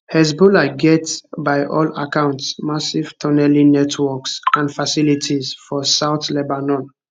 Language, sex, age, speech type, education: Nigerian Pidgin, male, 15-29, spontaneous, tertiary